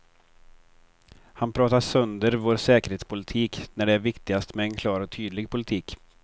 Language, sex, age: Swedish, male, 23